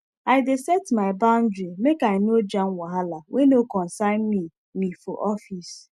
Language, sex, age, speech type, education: Nigerian Pidgin, female, 15-29, spontaneous, tertiary